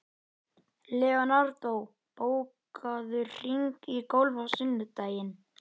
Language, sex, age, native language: Icelandic, female, 11, Icelandic